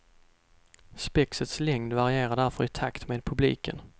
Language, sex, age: Swedish, male, 32